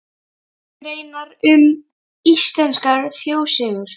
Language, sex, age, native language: Icelandic, male, 30-39, Icelandic